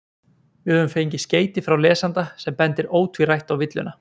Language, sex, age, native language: Icelandic, male, 20-29, Icelandic